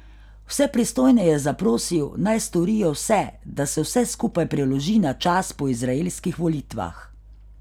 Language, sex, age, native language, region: Slovenian, female, 50-59, Slovenian, Carinthia region